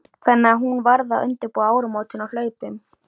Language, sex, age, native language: Icelandic, female, 13, Icelandic